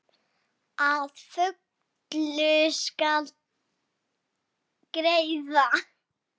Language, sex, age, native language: Icelandic, female, 7, Icelandic